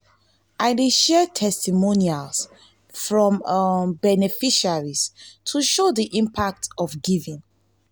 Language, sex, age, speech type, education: Nigerian Pidgin, female, 15-29, spontaneous, tertiary